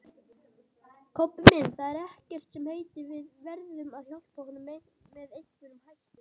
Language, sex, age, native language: Icelandic, male, 18-19, Icelandic